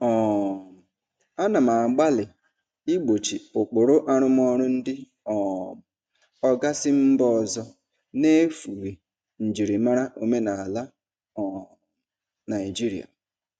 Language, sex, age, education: Igbo, male, 30-45, tertiary